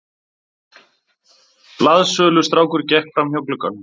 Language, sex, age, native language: Icelandic, male, 30-39, Icelandic